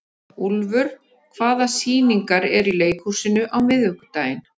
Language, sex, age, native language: Icelandic, female, 50-59, Icelandic